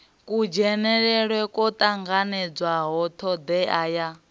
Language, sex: Venda, female